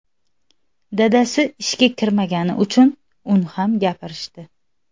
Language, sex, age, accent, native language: Uzbek, female, 19-29, Xorazm, Uzbek